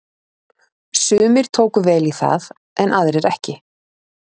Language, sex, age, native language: Icelandic, female, 30-39, Icelandic